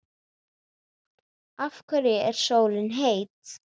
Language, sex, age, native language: Icelandic, female, 9, Icelandic